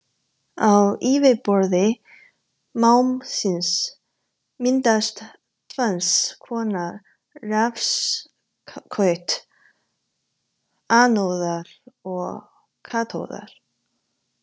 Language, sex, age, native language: Icelandic, female, 30-39, Chinese